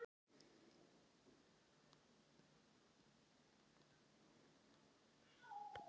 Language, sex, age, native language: Icelandic, female, 30-39, Icelandic